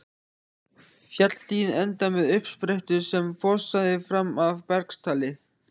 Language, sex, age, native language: Icelandic, male, 14, Icelandic